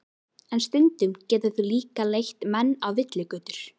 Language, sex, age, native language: Icelandic, female, 12, Icelandic